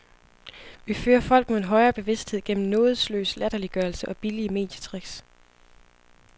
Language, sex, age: Danish, female, 25